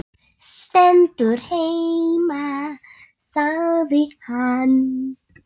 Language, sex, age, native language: Icelandic, male, 8, Icelandic